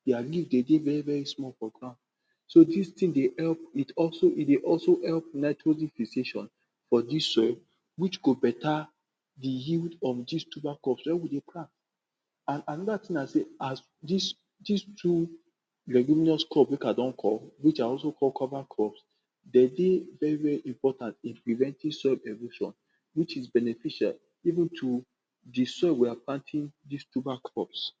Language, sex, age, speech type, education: Nigerian Pidgin, male, 46-60, spontaneous, tertiary